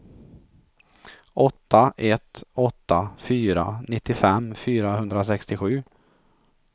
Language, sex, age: Swedish, male, 43